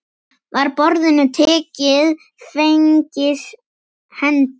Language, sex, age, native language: Icelandic, male, 10, Icelandic